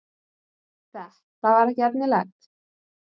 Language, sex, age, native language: Icelandic, female, 30-39, Icelandic